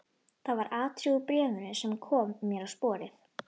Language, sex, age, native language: Icelandic, female, 12, Icelandic